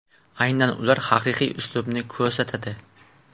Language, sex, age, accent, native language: Uzbek, male, 18-24, Toshkent viloyati, Uzbek